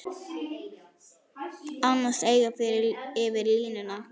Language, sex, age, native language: Icelandic, female, 9, Icelandic